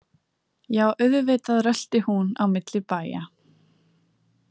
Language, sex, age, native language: Icelandic, female, 20-29, Icelandic